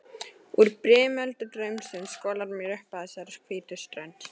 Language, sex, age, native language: Icelandic, female, 13, Icelandic